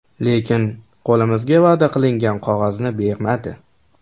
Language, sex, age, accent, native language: Uzbek, male, 18-24, Toshkent shahri, Uzbek